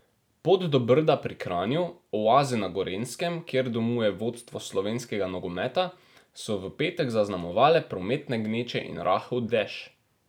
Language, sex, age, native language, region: Slovenian, male, 18-29, Slovenian, Drava region